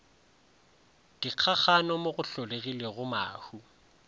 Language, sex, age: Northern Sotho, male, 20